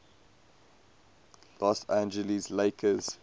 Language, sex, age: English, male, 22